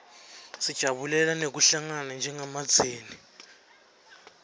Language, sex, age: Swati, male, 21